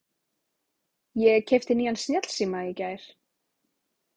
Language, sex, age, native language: Icelandic, female, 30-39, Icelandic